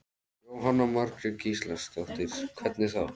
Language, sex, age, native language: Icelandic, male, 13, Icelandic